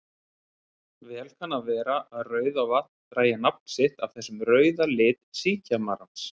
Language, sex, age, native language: Icelandic, male, 30-39, Icelandic